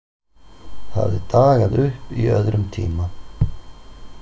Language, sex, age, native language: Icelandic, male, 40-49, Icelandic